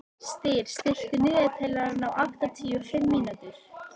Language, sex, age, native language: Icelandic, female, 18-19, Icelandic